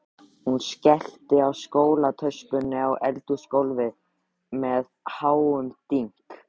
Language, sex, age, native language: Icelandic, male, 13, Icelandic